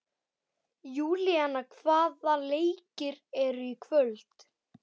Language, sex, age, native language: Icelandic, male, 11, Icelandic